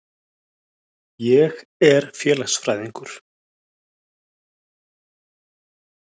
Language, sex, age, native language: Icelandic, male, 60-69, Icelandic